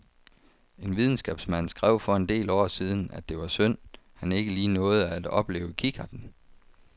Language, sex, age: Danish, male, 35